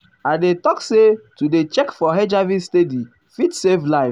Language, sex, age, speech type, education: Nigerian Pidgin, male, 15-29, spontaneous, tertiary